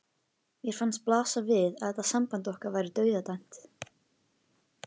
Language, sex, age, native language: Icelandic, female, 11, Icelandic